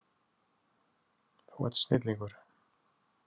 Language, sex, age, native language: Icelandic, male, 30-39, Icelandic